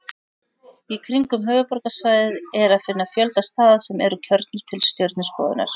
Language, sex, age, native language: Icelandic, female, 40-49, Icelandic